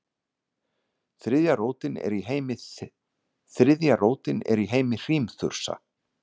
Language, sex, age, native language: Icelandic, male, 60-69, Icelandic